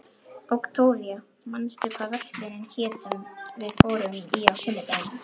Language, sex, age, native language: Icelandic, male, 11, Icelandic